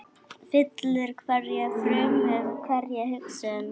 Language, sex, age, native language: Icelandic, female, 9, Icelandic